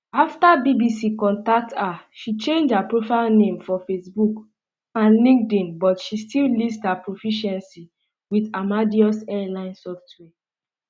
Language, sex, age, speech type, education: Nigerian Pidgin, female, 15-29, spontaneous, secondary